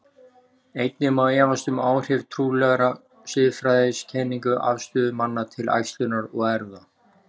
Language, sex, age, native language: Icelandic, male, 40-49, Icelandic